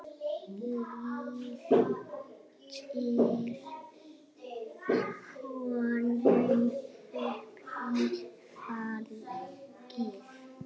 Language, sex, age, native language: Icelandic, female, 7, Icelandic